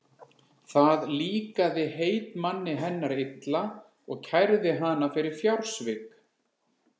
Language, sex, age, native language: Icelandic, male, 40-49, Icelandic